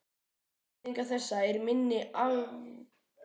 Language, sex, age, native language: Icelandic, male, 12, Icelandic